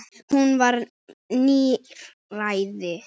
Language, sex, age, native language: Icelandic, male, 9, Icelandic